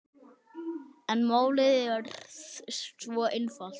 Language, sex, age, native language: Icelandic, male, 6, Icelandic